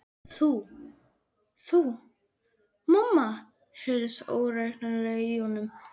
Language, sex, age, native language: Icelandic, male, 11, Icelandic